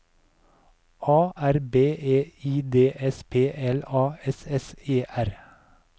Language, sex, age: Norwegian, male, 37